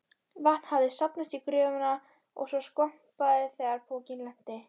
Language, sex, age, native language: Icelandic, female, 12, Icelandic